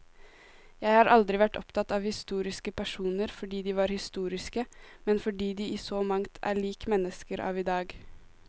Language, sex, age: Norwegian, female, 18